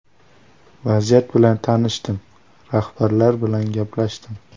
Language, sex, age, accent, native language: Uzbek, male, 18-24, Toshkent viloyati, Uzbek